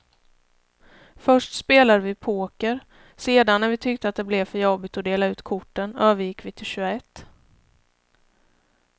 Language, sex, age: Swedish, female, 31